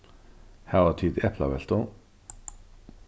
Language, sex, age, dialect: Faroese, male, 36-60, Norðurstreymoy/Eysturoy